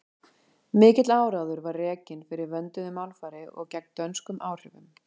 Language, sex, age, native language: Icelandic, female, 40-49, Icelandic